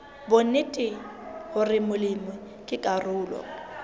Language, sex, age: Southern Sotho, female, 22